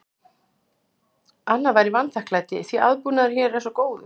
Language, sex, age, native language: Icelandic, female, 60-69, Icelandic